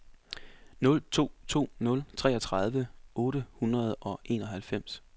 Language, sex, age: Danish, male, 24